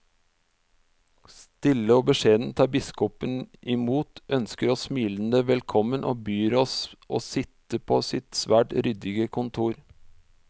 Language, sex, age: Norwegian, male, 46